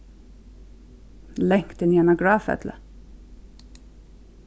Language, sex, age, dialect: Faroese, female, 36-60, Suðurstreymoy